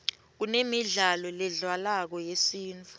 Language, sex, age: Swati, female, 21